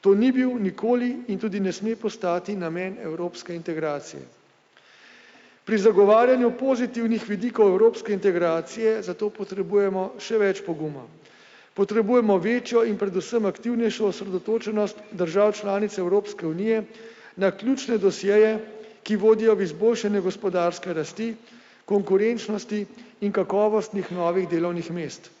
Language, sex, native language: Slovenian, male, Slovenian